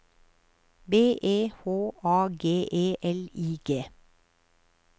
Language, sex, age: Norwegian, female, 53